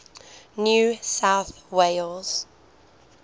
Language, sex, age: English, female, 19